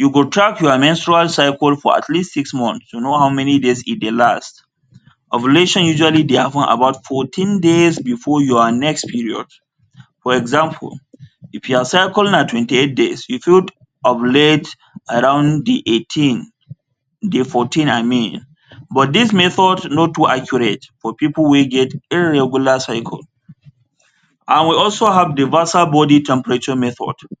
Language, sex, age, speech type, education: Nigerian Pidgin, male, 30-45, spontaneous, tertiary